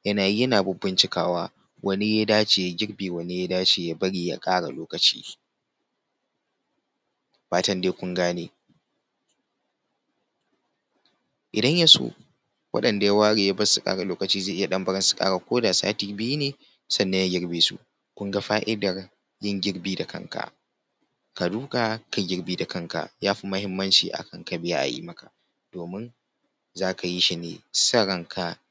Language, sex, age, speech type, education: Hausa, male, 15-29, spontaneous, tertiary